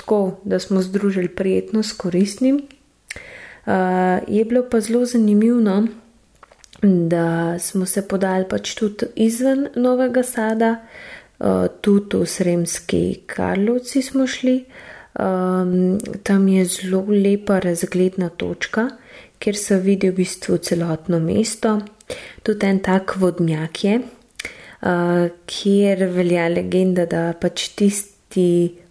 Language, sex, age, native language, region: Slovenian, female, 18-29, Slovenian, Gorenjska region